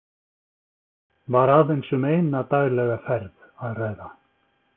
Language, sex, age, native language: Icelandic, male, 50-59, Icelandic